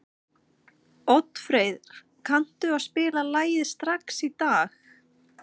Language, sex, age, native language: Icelandic, female, 30-39, Icelandic